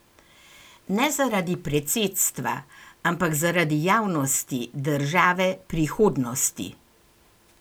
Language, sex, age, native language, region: Slovenian, female, 60+, Slovenian, Gorenjska region